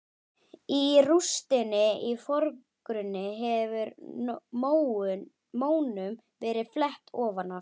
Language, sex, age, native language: Icelandic, female, 12, Icelandic